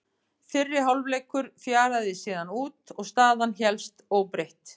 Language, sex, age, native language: Icelandic, female, 50-59, Icelandic